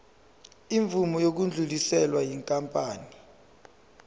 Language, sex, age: Zulu, male, 17